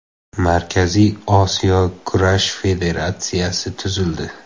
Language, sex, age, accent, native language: Uzbek, male, 18-24, Xorazm, Uzbek